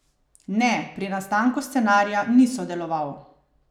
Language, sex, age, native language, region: Slovenian, female, 30-49, Slovenian, Savinja region